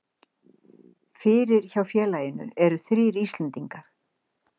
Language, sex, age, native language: Icelandic, female, 60-69, Icelandic